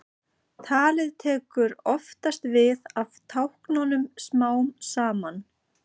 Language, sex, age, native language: Icelandic, female, 30-39, Icelandic